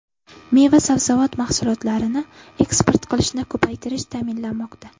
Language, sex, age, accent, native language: Uzbek, female, 12-17, Navoiy, Uzbek